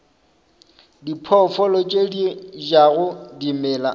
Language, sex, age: Northern Sotho, male, 26